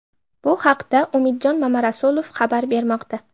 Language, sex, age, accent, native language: Uzbek, female, 12-17, Namangan, Uzbek